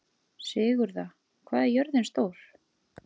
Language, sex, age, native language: Icelandic, female, 30-39, Icelandic